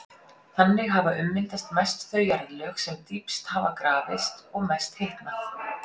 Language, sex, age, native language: Icelandic, female, 40-49, Icelandic